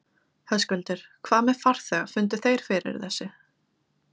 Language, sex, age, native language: Icelandic, female, 20-29, Icelandic